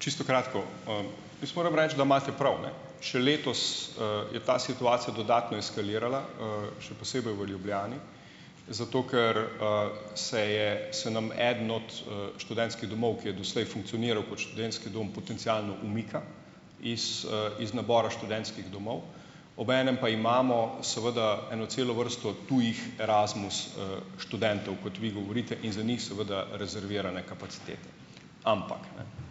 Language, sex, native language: Slovenian, male, Slovenian